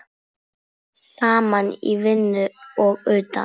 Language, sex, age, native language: Icelandic, female, 10, Icelandic